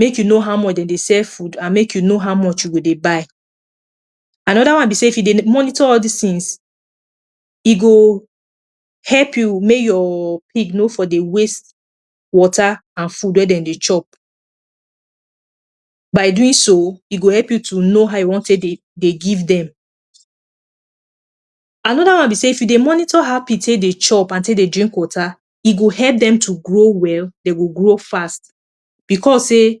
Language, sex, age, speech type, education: Nigerian Pidgin, female, 30-45, spontaneous, tertiary